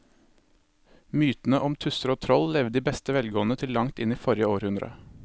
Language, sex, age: Norwegian, male, 26